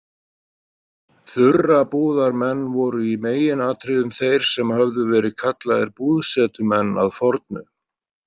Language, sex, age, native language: Icelandic, male, 30-39, Icelandic